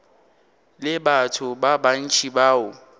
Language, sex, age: Northern Sotho, male, 19